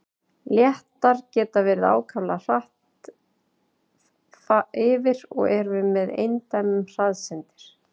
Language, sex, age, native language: Icelandic, female, 40-49, Icelandic